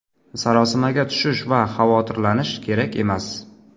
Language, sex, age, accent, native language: Uzbek, male, 25-34, Navoiy, Uzbek